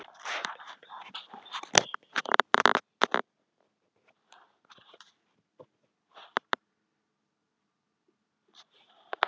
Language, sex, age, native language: Icelandic, female, 18-19, Icelandic